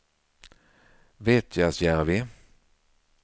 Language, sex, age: Swedish, male, 49